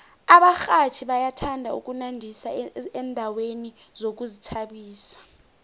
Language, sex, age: South Ndebele, female, 18